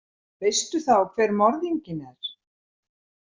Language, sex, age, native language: Icelandic, female, 70-79, Icelandic